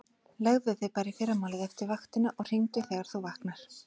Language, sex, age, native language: Icelandic, female, 40-49, Icelandic